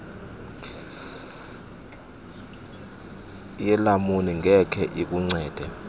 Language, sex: Xhosa, male